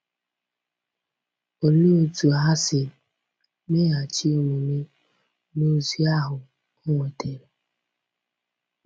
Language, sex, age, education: Igbo, female, 15-29, tertiary